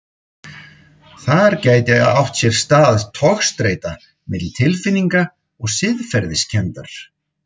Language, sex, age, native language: Icelandic, male, 50-59, Icelandic